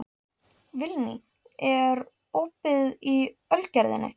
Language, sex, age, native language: Icelandic, female, 14, Icelandic